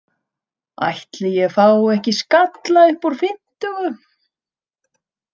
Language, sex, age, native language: Icelandic, female, 30-39, Icelandic